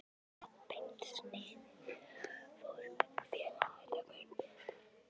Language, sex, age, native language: Icelandic, female, 11, Icelandic